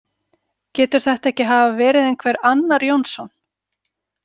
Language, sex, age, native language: Icelandic, female, 40-49, Icelandic